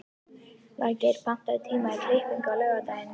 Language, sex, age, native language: Icelandic, female, 11, Icelandic